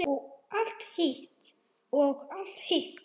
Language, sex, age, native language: Icelandic, male, 7, Icelandic